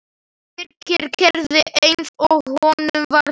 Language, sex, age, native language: Icelandic, male, 11, Slovak